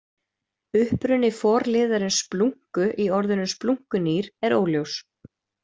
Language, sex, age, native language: Icelandic, female, 20-29, Icelandic